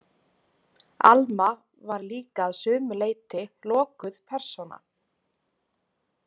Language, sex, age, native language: Icelandic, female, 30-39, Icelandic